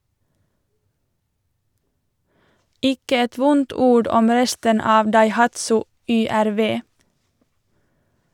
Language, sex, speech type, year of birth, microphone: Norwegian, female, read, 1987, Shure